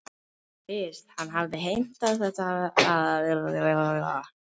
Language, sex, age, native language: Icelandic, female, 18-19, Icelandic